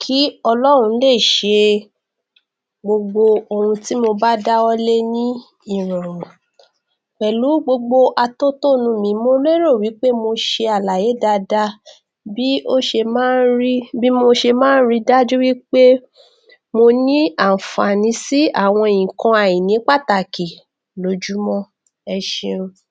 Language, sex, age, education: Yoruba, female, 30-45, tertiary